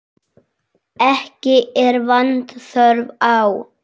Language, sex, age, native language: Icelandic, male, 6, Icelandic